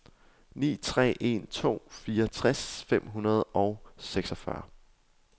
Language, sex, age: Danish, male, 22